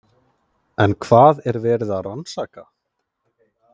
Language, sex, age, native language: Icelandic, male, 30-39, Icelandic